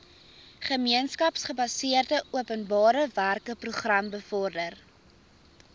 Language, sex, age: Afrikaans, female, 19